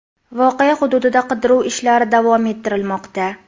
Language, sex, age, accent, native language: Uzbek, female, 25-34, Farg'ona, Uzbek